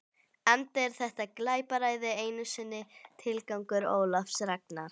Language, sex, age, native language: Icelandic, female, 11, Icelandic